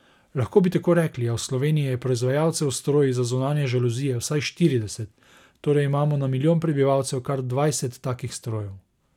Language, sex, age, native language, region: Slovenian, male, 30-49, Slovenian, Savinja region